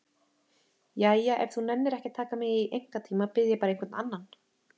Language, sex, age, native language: Icelandic, female, 30-39, Icelandic